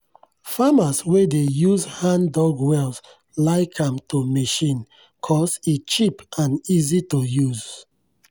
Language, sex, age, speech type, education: Nigerian Pidgin, male, 30-45, spontaneous, tertiary